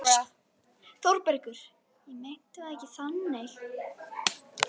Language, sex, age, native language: Icelandic, female, 12, Icelandic